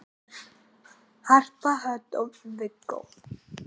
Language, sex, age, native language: Icelandic, female, 9, Icelandic